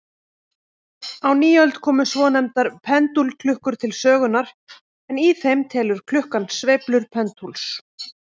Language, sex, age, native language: Icelandic, female, 30-39, Icelandic